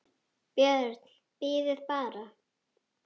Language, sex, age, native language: Icelandic, female, 9, Icelandic